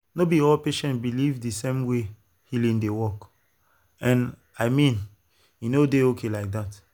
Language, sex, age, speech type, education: Nigerian Pidgin, male, 30-45, spontaneous, tertiary